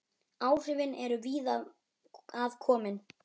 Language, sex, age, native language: Icelandic, male, 9, Icelandic